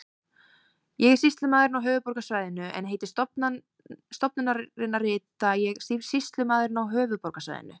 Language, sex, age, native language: Icelandic, female, 18-19, Icelandic